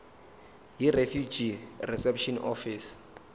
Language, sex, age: Zulu, male, 21